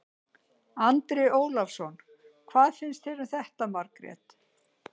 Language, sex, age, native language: Icelandic, female, 60-69, Icelandic